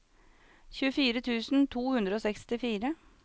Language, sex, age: Norwegian, female, 36